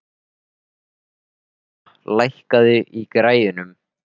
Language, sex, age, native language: Icelandic, male, 13, Icelandic